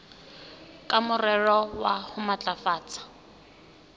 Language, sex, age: Southern Sotho, female, 20